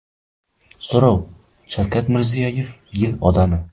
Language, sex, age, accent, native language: Uzbek, male, 12-17, Surxondaryo, Uzbek